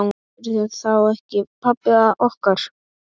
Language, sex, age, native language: Icelandic, male, 8, Icelandic